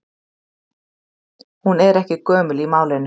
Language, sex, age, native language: Icelandic, female, 30-39, Icelandic